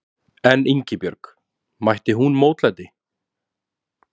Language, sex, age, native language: Icelandic, male, 30-39, Icelandic